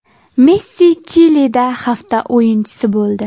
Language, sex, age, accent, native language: Uzbek, female, under 19, Jizzax, Uzbek